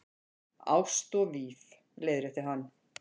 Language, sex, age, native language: Icelandic, female, 50-59, Icelandic